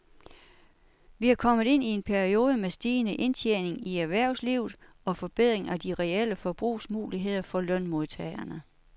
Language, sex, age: Danish, female, 61